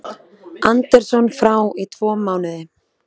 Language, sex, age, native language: Icelandic, female, 20-29, Icelandic